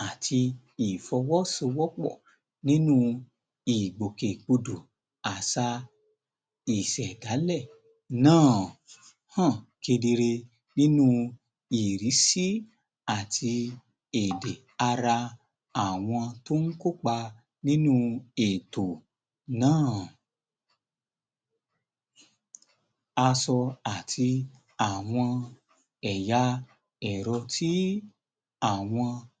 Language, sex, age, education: Yoruba, male, 30-45, tertiary